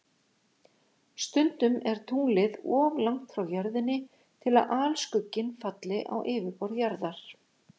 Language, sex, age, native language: Icelandic, female, 50-59, Icelandic